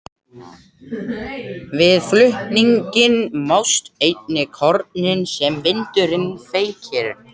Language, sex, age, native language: Icelandic, male, 80-89, Swedish